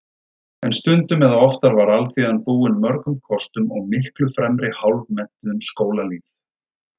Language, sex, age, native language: Icelandic, male, 30-39, Icelandic